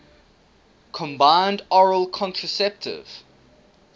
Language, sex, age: English, male, 19